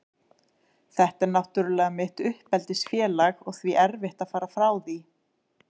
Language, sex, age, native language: Icelandic, female, 30-39, Icelandic